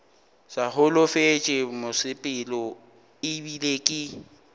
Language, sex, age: Northern Sotho, male, 19